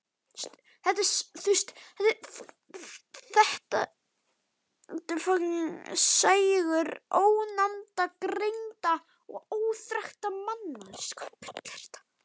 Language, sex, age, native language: Icelandic, male, 11, Icelandic